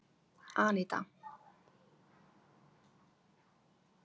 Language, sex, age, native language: Icelandic, female, 18-19, Icelandic